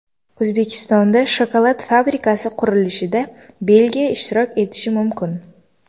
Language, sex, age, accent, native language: Uzbek, female, under 19, Toshkent shahri, Uzbek